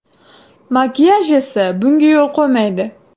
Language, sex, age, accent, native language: Uzbek, female, 18-24, Farg'ona, Uzbek